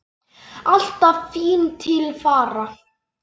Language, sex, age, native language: Icelandic, male, 10, Icelandic